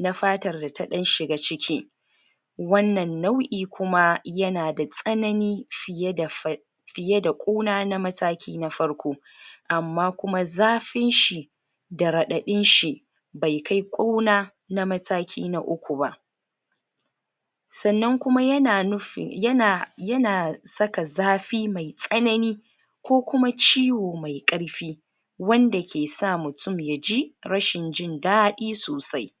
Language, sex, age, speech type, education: Hausa, female, 30-45, spontaneous, tertiary